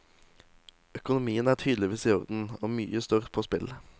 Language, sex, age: Norwegian, male, 18